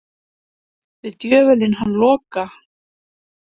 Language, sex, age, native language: Icelandic, female, 50-59, Icelandic